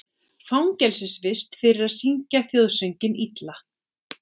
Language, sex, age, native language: Icelandic, female, 40-49, Icelandic